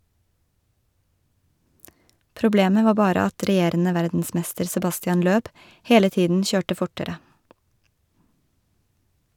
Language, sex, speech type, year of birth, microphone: Norwegian, female, read, 1982, Shure